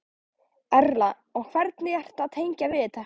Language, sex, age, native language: Icelandic, male, 14, Polish